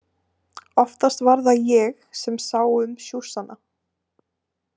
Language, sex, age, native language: Icelandic, female, 18-19, Icelandic